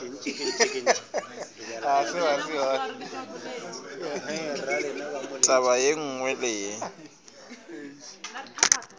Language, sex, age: Northern Sotho, female, 22